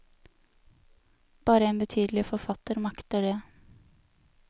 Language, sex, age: Norwegian, female, 23